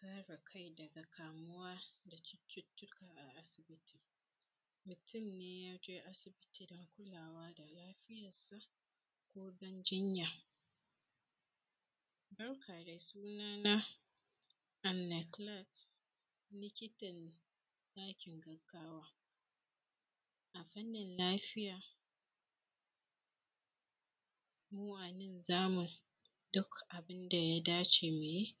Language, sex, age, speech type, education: Hausa, female, 15-29, spontaneous, secondary